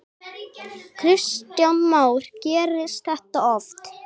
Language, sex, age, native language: Icelandic, female, 8, Icelandic